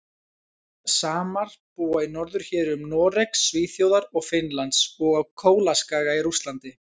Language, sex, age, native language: Icelandic, male, 20-29, Icelandic